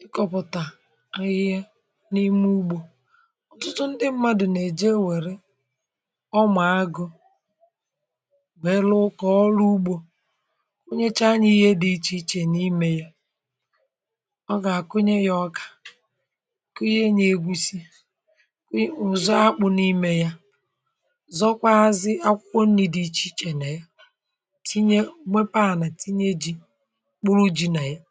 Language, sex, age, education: Igbo, male, 30-45, tertiary